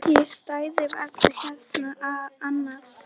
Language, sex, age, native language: Icelandic, female, 10, Icelandic